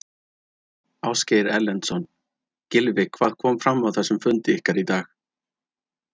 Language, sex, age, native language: Icelandic, male, 30-39, Icelandic